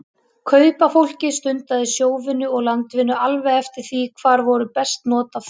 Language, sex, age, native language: Icelandic, female, 30-39, Icelandic